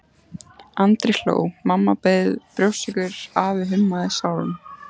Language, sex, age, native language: Icelandic, female, 14, Icelandic